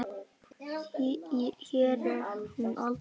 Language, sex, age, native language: Icelandic, female, 10, Icelandic